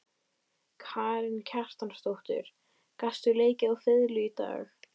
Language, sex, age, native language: Icelandic, female, 12, Icelandic